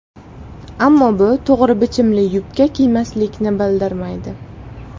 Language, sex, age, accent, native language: Uzbek, female, 18-24, Toshkent shahri, Uzbek